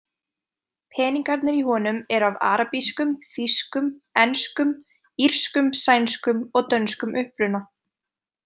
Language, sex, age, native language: Icelandic, female, 20-29, Icelandic